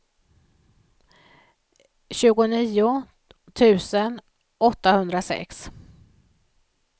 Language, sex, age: Swedish, female, 56